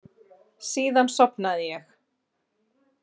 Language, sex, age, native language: Icelandic, female, 30-39, Icelandic